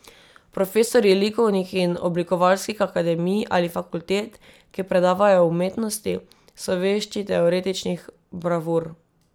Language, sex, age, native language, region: Slovenian, female, 18-29, Slovenian, Drava region